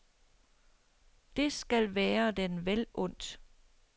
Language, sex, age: Danish, female, 60